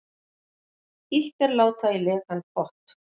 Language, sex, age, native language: Icelandic, female, 50-59, Icelandic